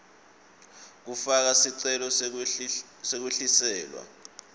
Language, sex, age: Swati, male, 24